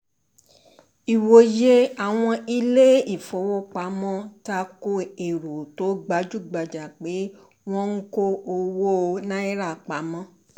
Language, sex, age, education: Yoruba, female, 46-60, tertiary